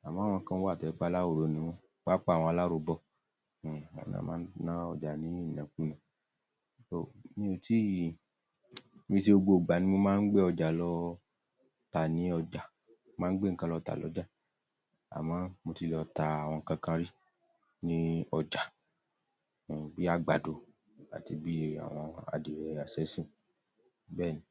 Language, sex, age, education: Yoruba, male, 30-45, tertiary